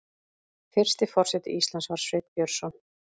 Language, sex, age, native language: Icelandic, female, 40-49, Icelandic